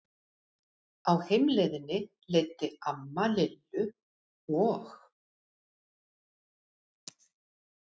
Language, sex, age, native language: Icelandic, female, 50-59, Icelandic